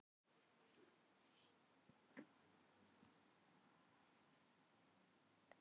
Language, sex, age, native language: Icelandic, female, 40-49, Filipino